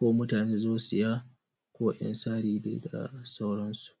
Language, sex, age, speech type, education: Hausa, male, 15-29, spontaneous, primary